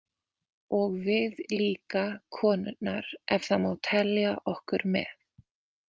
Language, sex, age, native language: Icelandic, female, 20-29, Icelandic